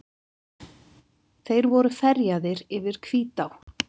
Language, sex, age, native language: Icelandic, female, 50-59, Icelandic